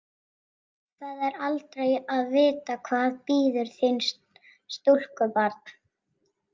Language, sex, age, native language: Icelandic, female, 18-19, Icelandic